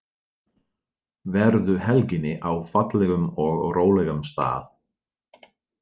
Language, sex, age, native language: Icelandic, male, 40-49, Dutch